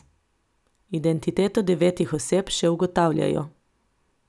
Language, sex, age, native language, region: Slovenian, female, 30-49, Slovenian, Coastal Karst region